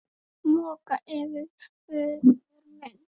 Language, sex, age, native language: Icelandic, female, 8, Icelandic